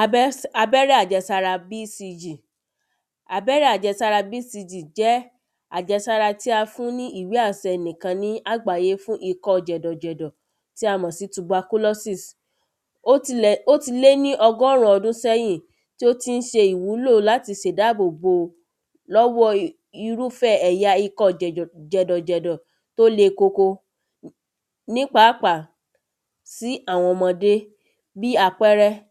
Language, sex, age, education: Yoruba, female, 30-45, tertiary